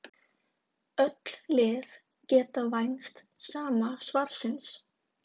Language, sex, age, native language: Icelandic, female, 20-29, Icelandic